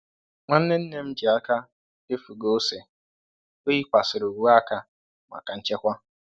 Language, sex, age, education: Igbo, male, 15-29, tertiary